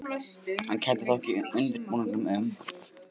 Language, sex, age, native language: Icelandic, male, 18-19, Icelandic